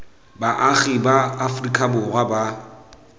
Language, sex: Tswana, male